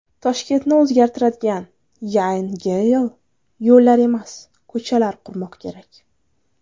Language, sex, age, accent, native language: Uzbek, female, 19-29, Navoiy, Uzbek